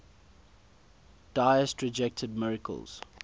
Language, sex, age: English, male, 22